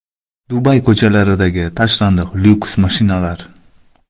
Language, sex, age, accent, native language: Uzbek, male, 25-34, Qoraqalpog'iston, Karakalpak